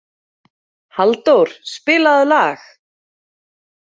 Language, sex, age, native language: Icelandic, female, 40-49, Icelandic